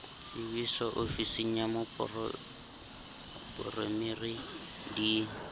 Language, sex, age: Southern Sotho, male, 23